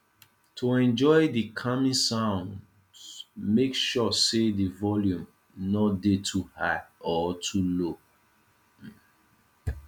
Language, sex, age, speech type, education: Nigerian Pidgin, male, 30-45, spontaneous, tertiary